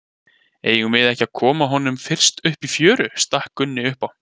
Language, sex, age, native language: Icelandic, male, 20-29, Icelandic